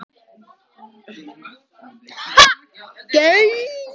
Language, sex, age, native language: Icelandic, male, 13, Icelandic